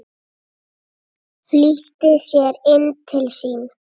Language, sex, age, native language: Icelandic, female, 8, Icelandic